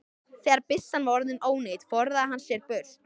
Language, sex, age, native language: Icelandic, male, 13, Icelandic